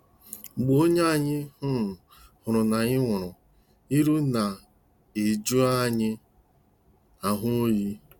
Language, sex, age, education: Igbo, male, 30-45, tertiary